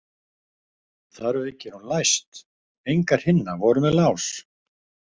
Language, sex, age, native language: Icelandic, male, 50-59, Icelandic